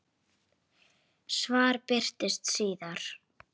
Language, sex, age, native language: Icelandic, female, 8, Icelandic